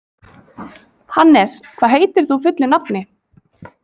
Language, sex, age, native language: Icelandic, female, 20-29, Icelandic